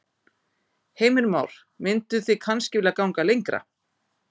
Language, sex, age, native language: Icelandic, female, 50-59, Icelandic